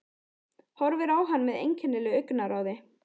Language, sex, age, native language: Icelandic, female, 14, Icelandic